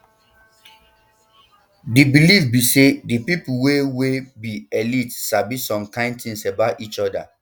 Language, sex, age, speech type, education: Nigerian Pidgin, male, 15-29, spontaneous, tertiary